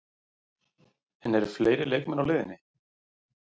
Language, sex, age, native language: Icelandic, male, 40-49, Icelandic